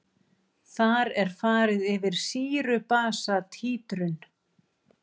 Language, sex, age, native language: Icelandic, female, 40-49, Icelandic